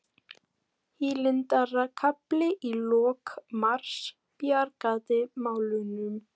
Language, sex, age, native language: Icelandic, female, 18-19, Icelandic